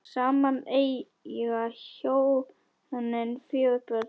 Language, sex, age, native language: Icelandic, female, 10, Icelandic